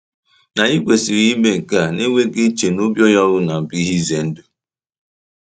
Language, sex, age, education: Igbo, male, 15-29, tertiary